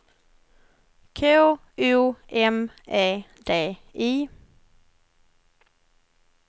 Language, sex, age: Swedish, female, 21